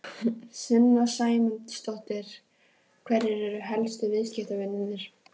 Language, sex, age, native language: Icelandic, female, 14, Icelandic